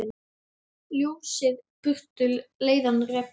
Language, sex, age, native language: Icelandic, male, 10, Icelandic